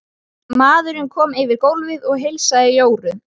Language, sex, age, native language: Icelandic, male, 12, Icelandic